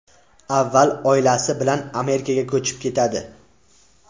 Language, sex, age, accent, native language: Uzbek, male, 18-24, Andijon, Uzbek